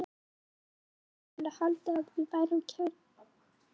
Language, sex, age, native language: Icelandic, female, 18-19, Icelandic